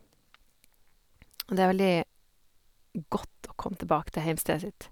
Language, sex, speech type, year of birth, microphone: Norwegian, female, spontaneous, 1978, Sennheiser